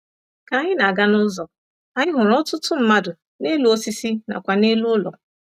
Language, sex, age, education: Igbo, female, 30-45, tertiary